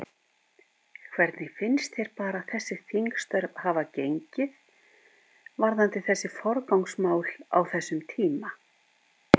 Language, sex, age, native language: Icelandic, female, 50-59, Icelandic